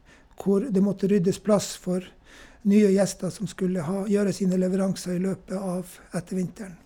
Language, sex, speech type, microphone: Norwegian, male, spontaneous, Shure